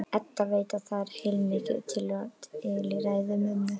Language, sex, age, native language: Icelandic, female, 12, Icelandic